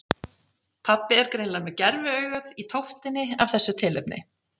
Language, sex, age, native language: Icelandic, female, 40-49, Icelandic